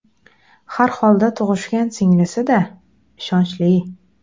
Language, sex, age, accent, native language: Uzbek, female, 18-24, Qashqadaryo, Uzbek